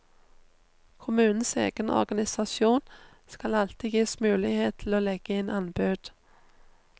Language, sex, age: Norwegian, female, 39